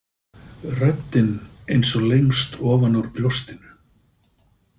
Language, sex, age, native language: Icelandic, male, 50-59, Icelandic